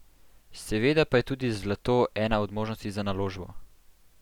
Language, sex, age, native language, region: Slovenian, male, 12-17, Slovenian, Central Slovenia